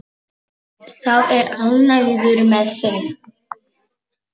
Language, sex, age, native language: Icelandic, female, 10, Polish